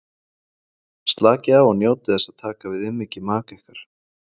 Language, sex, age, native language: Icelandic, male, 40-49, Icelandic